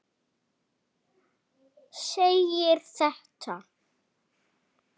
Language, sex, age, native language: Icelandic, female, 6, Icelandic